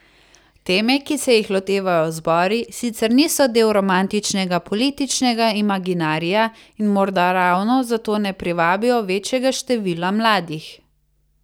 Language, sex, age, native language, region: Slovenian, female, 30-49, Slovenian, Savinja region